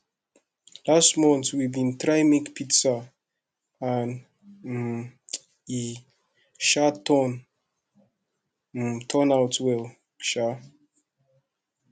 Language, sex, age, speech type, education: Nigerian Pidgin, male, 15-29, spontaneous, secondary